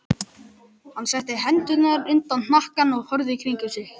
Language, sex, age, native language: Icelandic, male, 11, Icelandic